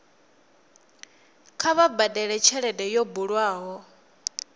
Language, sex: Venda, female